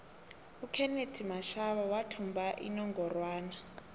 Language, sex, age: South Ndebele, female, 18